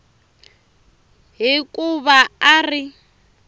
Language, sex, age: Tsonga, female, 23